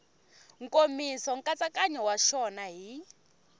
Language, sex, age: Tsonga, female, 21